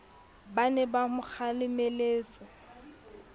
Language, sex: Southern Sotho, female